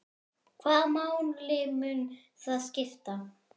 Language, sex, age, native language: Icelandic, male, 10, Icelandic